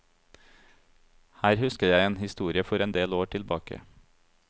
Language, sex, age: Norwegian, male, 30